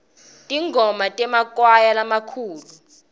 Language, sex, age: Swati, female, 19